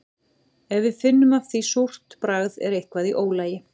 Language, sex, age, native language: Icelandic, female, 40-49, Icelandic